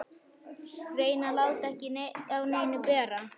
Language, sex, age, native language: Icelandic, male, 11, Icelandic